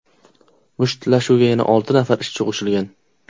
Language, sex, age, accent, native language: Uzbek, male, 18-24, Qashqadaryo, Uzbek